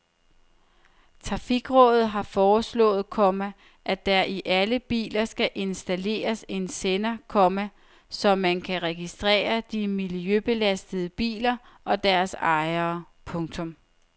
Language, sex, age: Danish, female, 30